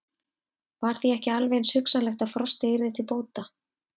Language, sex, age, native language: Icelandic, female, 30-39, Icelandic